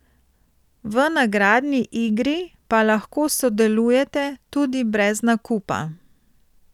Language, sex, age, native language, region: Slovenian, female, 30-49, Slovenian, Central Slovenia